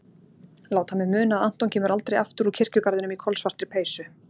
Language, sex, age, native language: Icelandic, female, 40-49, Icelandic